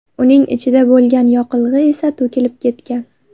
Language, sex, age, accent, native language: Uzbek, female, under 19, Navoiy, Uzbek